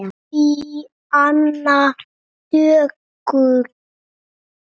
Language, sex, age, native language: Icelandic, male, 6, Icelandic